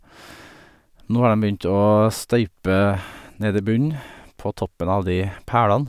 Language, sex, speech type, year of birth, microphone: Norwegian, male, spontaneous, 1979, Sennheiser